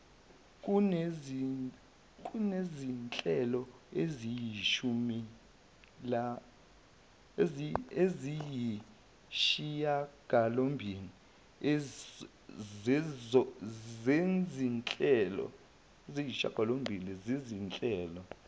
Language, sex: Zulu, male